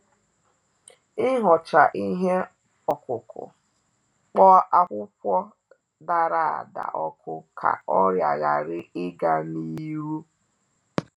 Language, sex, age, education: Igbo, female, 30-45, tertiary